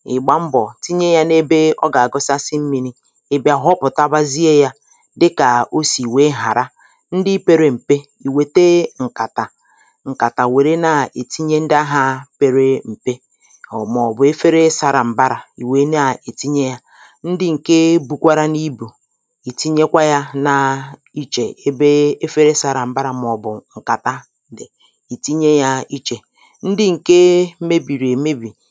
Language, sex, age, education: Igbo, female, 30-45, tertiary